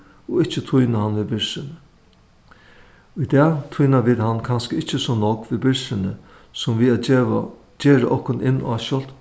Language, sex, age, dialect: Faroese, male, 61+, Suðuroy